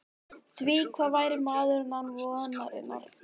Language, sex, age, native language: Icelandic, female, 11, Icelandic